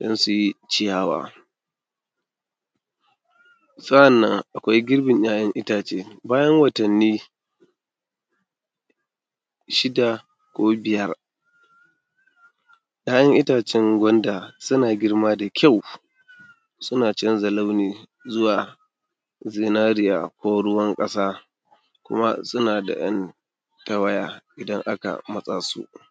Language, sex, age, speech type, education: Hausa, male, 30-45, spontaneous, tertiary